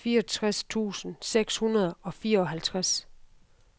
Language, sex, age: Danish, female, 52